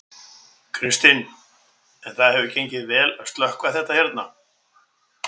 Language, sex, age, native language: Icelandic, male, 60-69, Icelandic